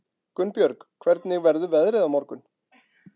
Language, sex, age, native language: Icelandic, male, 40-49, Icelandic